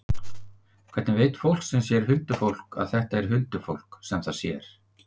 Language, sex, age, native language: Icelandic, male, 50-59, Icelandic